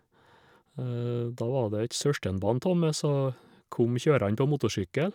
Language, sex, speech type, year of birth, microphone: Norwegian, male, spontaneous, 1956, Shure